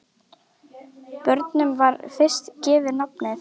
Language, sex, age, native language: Icelandic, female, 12, Icelandic